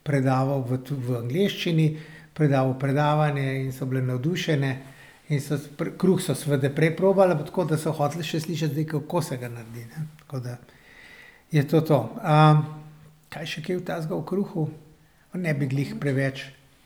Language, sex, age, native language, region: Slovenian, male, 60+, Slovenian, Central Slovenia